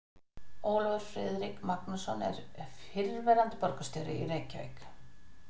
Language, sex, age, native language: Icelandic, female, 50-59, Icelandic